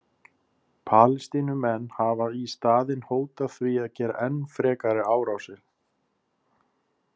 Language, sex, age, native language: Icelandic, male, 30-39, Icelandic